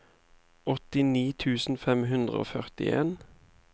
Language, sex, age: Norwegian, male, 31